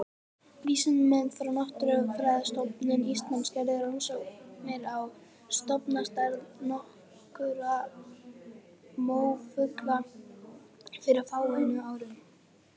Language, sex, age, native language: Icelandic, female, 18-19, Icelandic